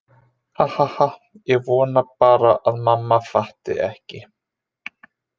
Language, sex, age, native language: Icelandic, male, 20-29, Icelandic